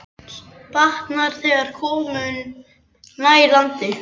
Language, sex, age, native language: Icelandic, male, 9, Icelandic